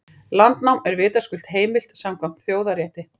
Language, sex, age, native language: Icelandic, female, 40-49, Icelandic